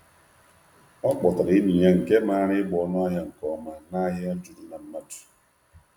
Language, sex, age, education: Igbo, male, 30-45, tertiary